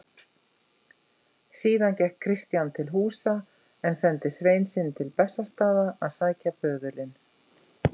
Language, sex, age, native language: Icelandic, female, 50-59, Icelandic